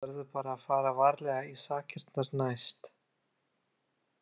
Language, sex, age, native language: Icelandic, male, 30-39, Lithuanian